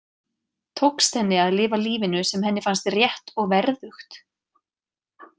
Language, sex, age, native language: Icelandic, female, 30-39, Icelandic